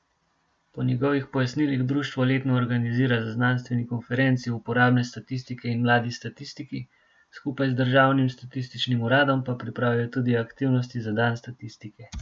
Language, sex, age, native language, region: Slovenian, male, 18-29, Slovenian, Gorenjska region